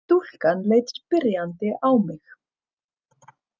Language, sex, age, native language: Icelandic, female, 30-39, Icelandic